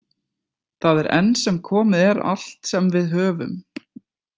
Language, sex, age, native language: Icelandic, male, 20-29, Icelandic